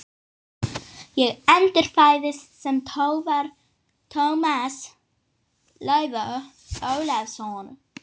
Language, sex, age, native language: Icelandic, female, 18-19, English